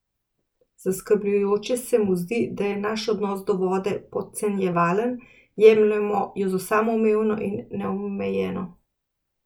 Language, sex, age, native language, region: Slovenian, female, 30-49, Slovenian, Central Slovenia